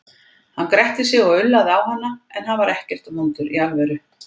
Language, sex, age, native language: Icelandic, female, 50-59, Icelandic